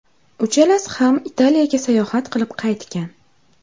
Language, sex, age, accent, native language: Uzbek, female, 18-24, Andijon, Uzbek